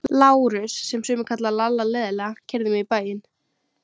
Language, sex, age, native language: Icelandic, female, 13, Icelandic